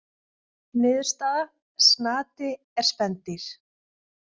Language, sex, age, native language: Icelandic, female, 20-29, Icelandic